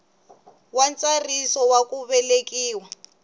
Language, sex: Tsonga, female